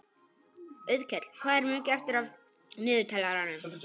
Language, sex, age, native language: Icelandic, male, 18-19, Polish